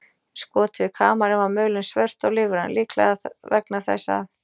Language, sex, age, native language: Icelandic, female, 40-49, Icelandic